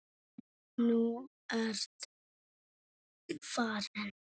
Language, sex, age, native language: Icelandic, male, 6, Icelandic